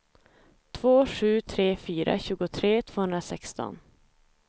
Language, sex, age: Swedish, female, 25